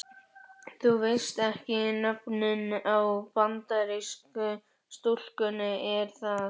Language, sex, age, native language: Icelandic, male, 11, Icelandic